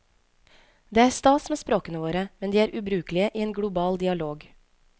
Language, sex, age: Norwegian, female, 25